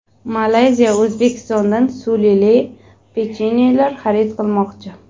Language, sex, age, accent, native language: Uzbek, female, 18-24, Surxondaryo, Uzbek